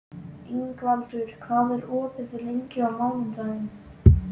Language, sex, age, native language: Icelandic, male, 12, Icelandic